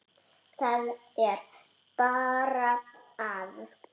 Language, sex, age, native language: Icelandic, female, 6, Icelandic